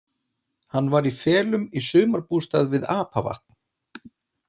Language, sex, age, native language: Icelandic, male, 40-49, Icelandic